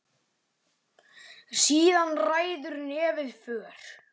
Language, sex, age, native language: Icelandic, male, 9, Icelandic